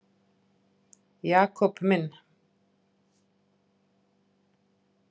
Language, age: Icelandic, 40-49